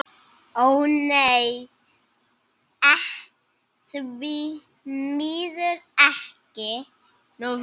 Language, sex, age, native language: Icelandic, male, 6, Icelandic